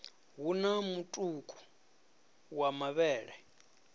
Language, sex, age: Venda, male, 34